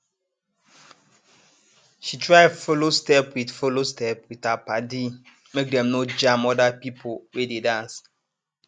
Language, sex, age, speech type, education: Nigerian Pidgin, male, 30-45, spontaneous, tertiary